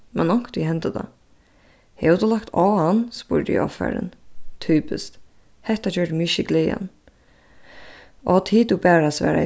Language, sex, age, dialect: Faroese, female, 15-35, Suðurstreymoy